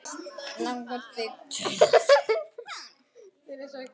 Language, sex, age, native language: Icelandic, male, 9, Icelandic